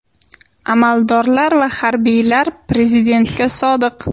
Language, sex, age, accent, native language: Uzbek, female, 18-24, Sirdaryo, Uzbek